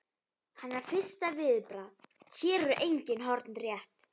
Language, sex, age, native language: Icelandic, female, 11, Icelandic